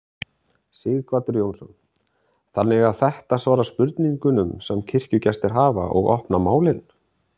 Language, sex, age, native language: Icelandic, male, 30-39, Icelandic